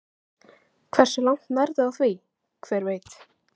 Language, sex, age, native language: Icelandic, female, 20-29, Icelandic